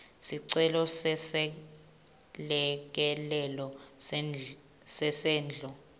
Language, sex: Swati, female